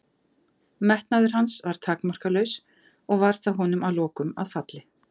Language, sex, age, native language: Icelandic, female, 50-59, Icelandic